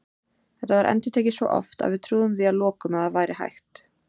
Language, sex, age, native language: Icelandic, female, 30-39, Icelandic